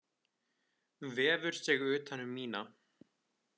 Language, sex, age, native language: Icelandic, male, 20-29, Icelandic